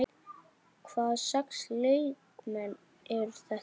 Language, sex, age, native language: Icelandic, male, 8, Icelandic